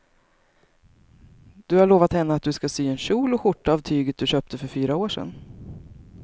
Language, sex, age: Swedish, female, 33